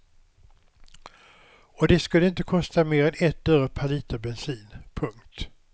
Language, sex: Swedish, male